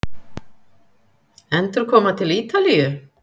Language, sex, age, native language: Icelandic, female, 50-59, Icelandic